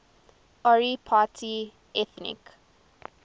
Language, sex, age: English, female, 19